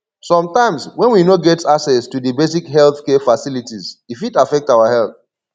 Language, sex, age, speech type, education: Nigerian Pidgin, male, 30-45, spontaneous, secondary